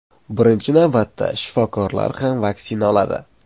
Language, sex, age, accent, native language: Uzbek, male, 25-34, Surxondaryo, Uzbek